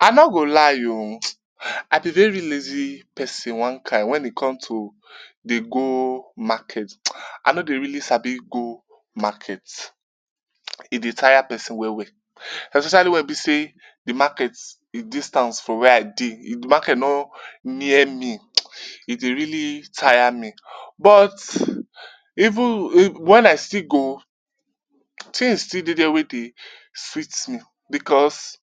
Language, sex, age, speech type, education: Nigerian Pidgin, male, 15-29, spontaneous, tertiary